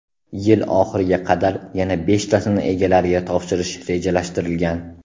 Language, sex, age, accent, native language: Uzbek, male, 18-24, Andijon, Uzbek